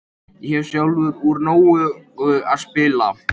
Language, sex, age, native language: Icelandic, male, 13, Icelandic